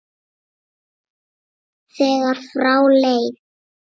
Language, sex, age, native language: Icelandic, male, 8, Icelandic